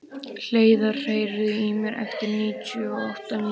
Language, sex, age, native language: Icelandic, male, 12, Icelandic